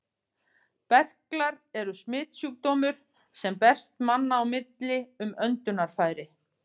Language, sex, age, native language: Icelandic, female, 50-59, Icelandic